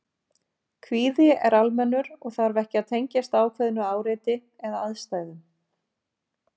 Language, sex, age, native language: Icelandic, female, 50-59, Icelandic